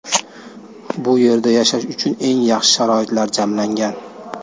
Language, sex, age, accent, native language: Uzbek, male, 19-29, Andijon, Uzbek